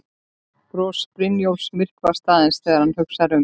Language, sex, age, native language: Icelandic, female, 13, Icelandic